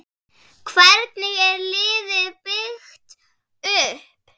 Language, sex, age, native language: Icelandic, female, 7, Icelandic